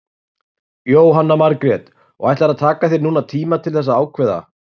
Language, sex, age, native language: Icelandic, male, 30-39, Icelandic